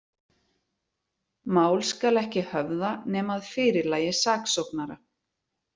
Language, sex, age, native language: Icelandic, female, 40-49, Icelandic